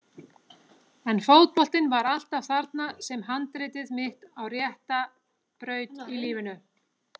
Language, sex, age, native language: Icelandic, female, 40-49, Icelandic